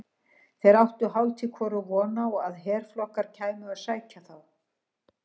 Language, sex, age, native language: Icelandic, female, 60-69, Icelandic